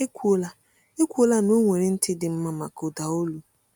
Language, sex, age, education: Igbo, female, 30-45, tertiary